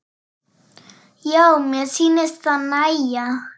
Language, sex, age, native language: Icelandic, female, 7, Icelandic